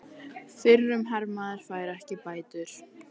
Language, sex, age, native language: Icelandic, female, 18-19, Icelandic